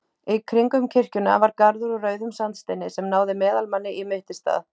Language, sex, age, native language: Icelandic, female, 30-39, Icelandic